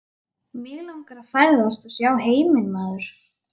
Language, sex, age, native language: Icelandic, female, 11, Icelandic